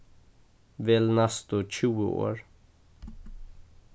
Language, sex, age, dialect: Faroese, male, 15-35, Suðurstreymoy